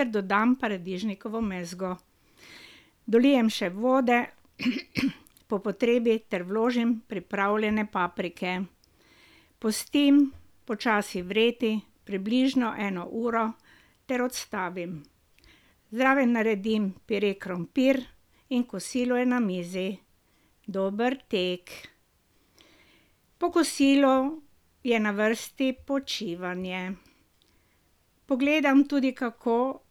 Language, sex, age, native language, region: Slovenian, female, 60+, Slovenian, Drava region